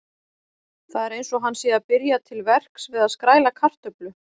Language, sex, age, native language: Icelandic, female, 40-49, Icelandic